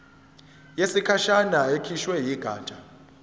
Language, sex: Zulu, female